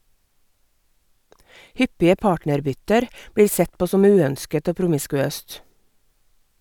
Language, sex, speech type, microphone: Norwegian, female, read, Sennheiser